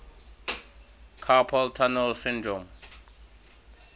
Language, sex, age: English, male, 18